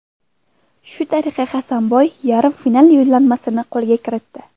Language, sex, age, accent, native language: Uzbek, female, 19-29, Toshkent viloyati, Uzbek